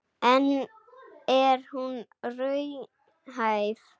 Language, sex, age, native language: Icelandic, female, 8, Icelandic